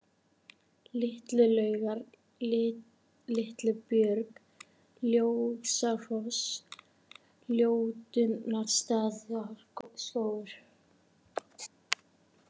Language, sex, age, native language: Icelandic, female, 18-19, Icelandic